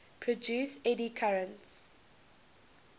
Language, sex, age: English, female, 21